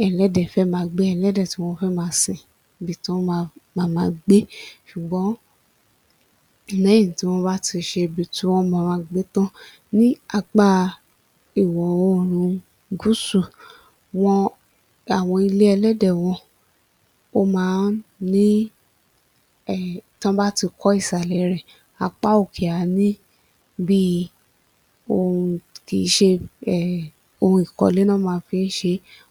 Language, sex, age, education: Yoruba, female, 30-45, tertiary